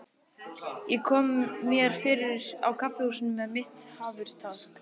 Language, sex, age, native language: Icelandic, male, 11, Icelandic